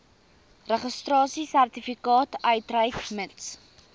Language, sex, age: Afrikaans, female, 19